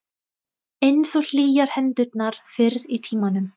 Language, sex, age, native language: Icelandic, female, 20-29, Thai